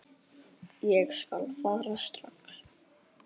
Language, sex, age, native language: Icelandic, male, 9, Icelandic